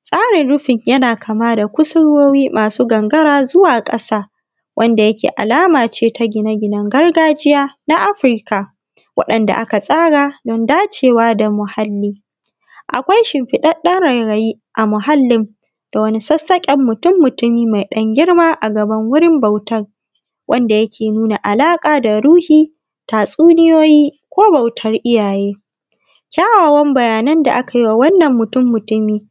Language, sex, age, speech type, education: Hausa, female, 15-29, spontaneous, tertiary